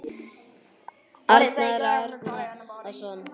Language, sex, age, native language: Icelandic, male, 9, Icelandic